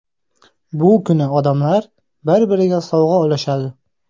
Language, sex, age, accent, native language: Uzbek, male, 19-29, Samarqand, Uzbek